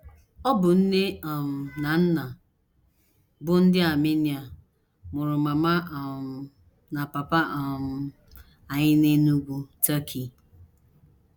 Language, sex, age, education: Igbo, female, 30-45, tertiary